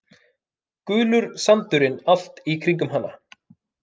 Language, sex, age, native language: Icelandic, male, 30-39, Finnish